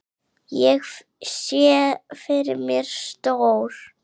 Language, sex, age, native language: Icelandic, female, 8, Icelandic